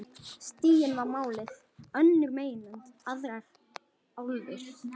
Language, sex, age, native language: Icelandic, female, 11, Icelandic